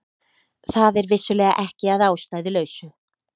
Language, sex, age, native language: Icelandic, female, 30-39, Icelandic